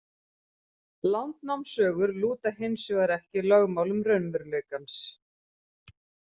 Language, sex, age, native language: Icelandic, female, 50-59, Icelandic